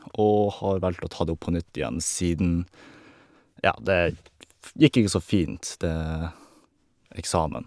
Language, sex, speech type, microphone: Norwegian, male, spontaneous, Shure